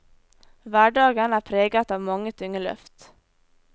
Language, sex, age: Norwegian, female, 18